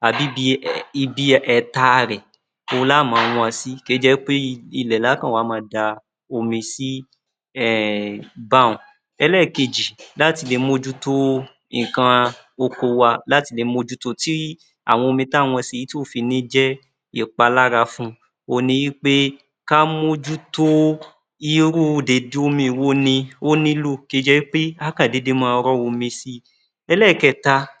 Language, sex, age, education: Yoruba, male, 30-45, tertiary